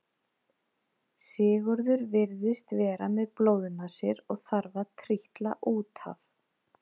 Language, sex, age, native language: Icelandic, female, 30-39, Icelandic